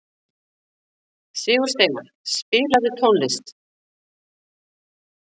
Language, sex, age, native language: Icelandic, female, 40-49, Icelandic